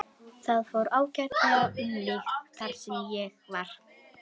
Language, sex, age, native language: Icelandic, female, 11, Icelandic